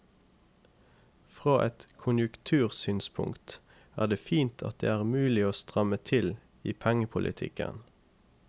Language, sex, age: Norwegian, male, 28